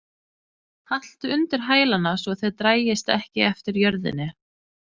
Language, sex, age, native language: Icelandic, female, 30-39, Danish